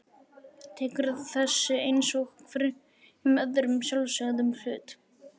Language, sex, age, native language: Icelandic, male, 11, Icelandic